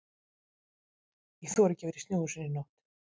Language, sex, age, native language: Icelandic, female, 50-59, Icelandic